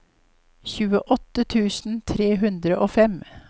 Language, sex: Norwegian, female